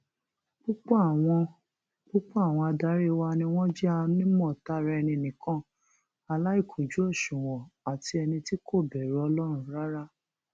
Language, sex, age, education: Yoruba, female, 46-60, tertiary